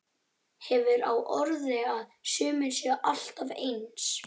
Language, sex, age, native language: Icelandic, male, 11, Icelandic